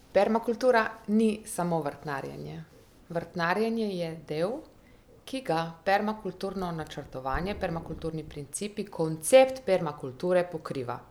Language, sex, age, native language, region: Slovenian, female, 30-49, Slovenian, Primorsko-notranjska region